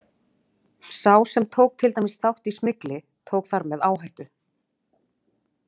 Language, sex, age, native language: Icelandic, female, 40-49, Icelandic